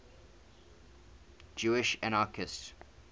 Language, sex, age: English, male, 19